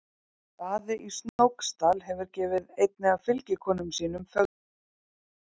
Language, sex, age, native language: Icelandic, female, 30-39, Icelandic